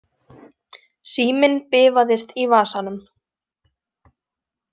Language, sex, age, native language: Icelandic, female, 20-29, Icelandic